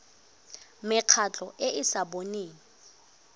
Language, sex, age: Tswana, female, 22